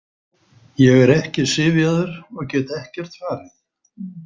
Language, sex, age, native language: Icelandic, male, 80-89, Icelandic